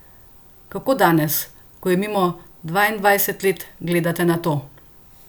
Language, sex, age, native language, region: Slovenian, female, 50-59, Slovenian, Central Slovenia